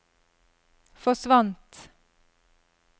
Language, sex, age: Norwegian, female, 32